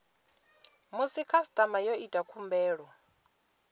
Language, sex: Venda, female